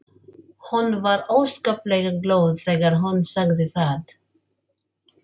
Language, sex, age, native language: Icelandic, female, 40-49, Filipino